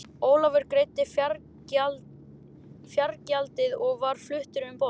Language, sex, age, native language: Icelandic, male, 11, Icelandic